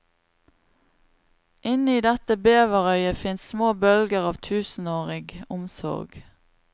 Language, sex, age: Norwegian, female, 36